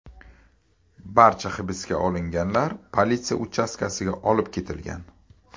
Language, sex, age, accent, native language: Uzbek, male, 35+, Toshkent shahri, Uzbek